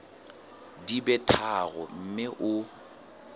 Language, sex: Southern Sotho, male